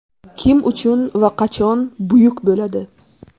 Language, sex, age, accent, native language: Uzbek, female, 18-24, Buxoro, Uzbek